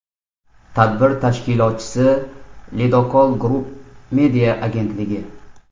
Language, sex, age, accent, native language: Uzbek, male, 25-34, Namangan, Uzbek